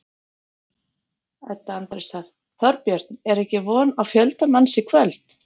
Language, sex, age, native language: Icelandic, female, 50-59, Icelandic